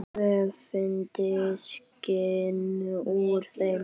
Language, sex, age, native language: Icelandic, male, 10, Icelandic